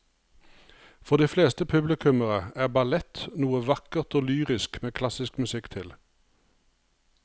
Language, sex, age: Norwegian, male, 59